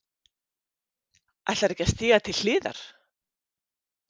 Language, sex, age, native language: Icelandic, female, 50-59, Icelandic